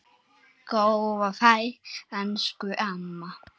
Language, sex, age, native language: Icelandic, female, 8, Icelandic